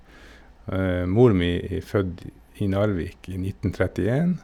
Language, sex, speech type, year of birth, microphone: Norwegian, male, spontaneous, 1969, Shure